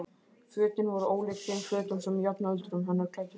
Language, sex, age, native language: Icelandic, male, 20-29, Icelandic